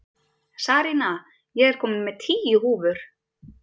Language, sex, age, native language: Icelandic, female, 30-39, Icelandic